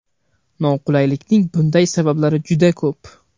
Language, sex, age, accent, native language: Uzbek, male, 18-24, Toshkent viloyati, Uzbek